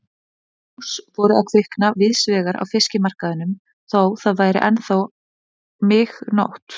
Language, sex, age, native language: Icelandic, female, 20-29, Icelandic